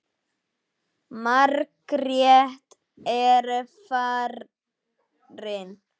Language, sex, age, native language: Icelandic, male, 9, Icelandic